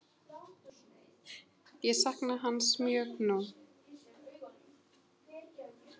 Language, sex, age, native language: Icelandic, female, 8, Icelandic